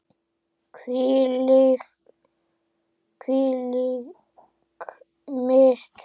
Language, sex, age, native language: Icelandic, male, 8, Icelandic